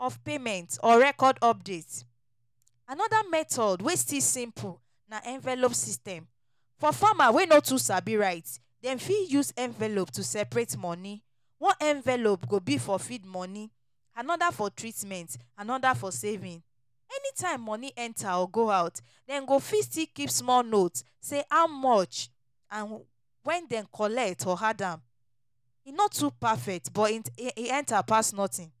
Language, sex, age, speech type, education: Nigerian Pidgin, female, 30-45, spontaneous, tertiary